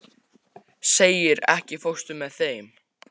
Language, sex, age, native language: Icelandic, male, 14, Icelandic